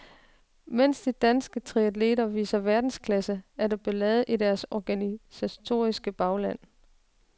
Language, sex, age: Danish, female, 36